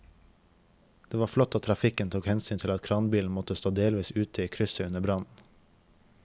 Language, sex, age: Norwegian, male, 21